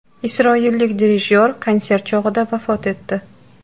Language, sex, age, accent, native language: Uzbek, female, 18-24, Qashqadaryo, Uzbek